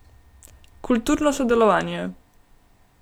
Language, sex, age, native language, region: Slovenian, female, 18-29, Slovenian, Gorenjska region